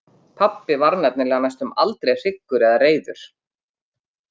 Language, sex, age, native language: Icelandic, female, 50-59, Icelandic